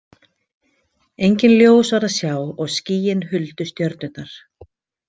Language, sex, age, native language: Icelandic, female, 50-59, Icelandic